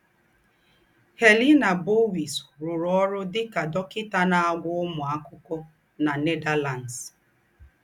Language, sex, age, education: Igbo, female, 30-45, tertiary